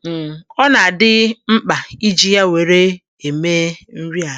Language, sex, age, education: Igbo, female, 46-60, tertiary